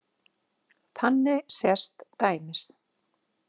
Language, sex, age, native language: Icelandic, female, 40-49, Icelandic